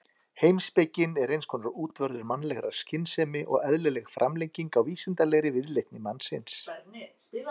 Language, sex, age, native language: Icelandic, other, 50-59, Icelandic